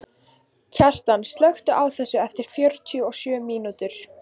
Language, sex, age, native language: Icelandic, female, 15, Icelandic